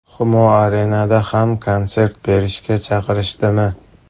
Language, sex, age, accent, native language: Uzbek, male, under 19, Farg'ona, Uzbek